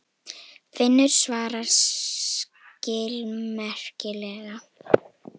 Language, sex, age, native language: Icelandic, female, 18-19, Icelandic